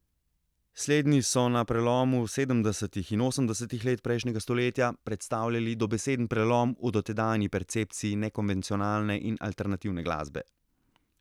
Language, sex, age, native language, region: Slovenian, male, 30-49, Slovenian, Central Slovenia